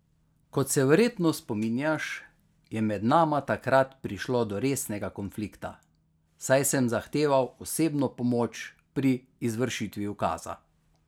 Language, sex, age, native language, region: Slovenian, male, 50-59, Slovenian, Carinthia region